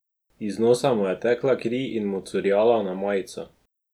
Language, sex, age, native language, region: Slovenian, male, 12-17, Slovenian, Drava region